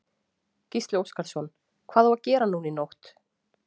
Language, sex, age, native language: Icelandic, female, 40-49, Icelandic